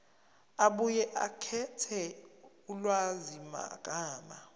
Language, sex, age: Zulu, male, 23